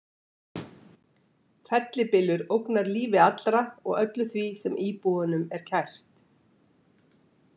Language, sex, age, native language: Icelandic, female, 50-59, Icelandic